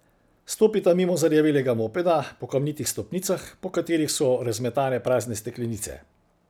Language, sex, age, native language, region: Slovenian, male, 60+, Slovenian, Central Slovenia